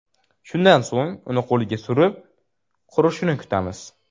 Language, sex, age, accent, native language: Uzbek, male, 12-17, Jizzax, Uzbek